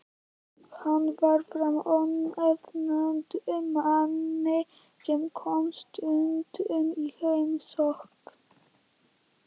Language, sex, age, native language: Icelandic, male, 11, Icelandic